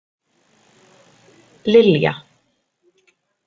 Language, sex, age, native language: Icelandic, female, 30-39, Icelandic